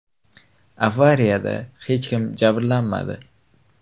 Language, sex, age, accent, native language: Uzbek, male, 18-24, Xorazm, Uzbek